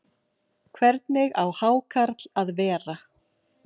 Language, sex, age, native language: Icelandic, female, 7, Icelandic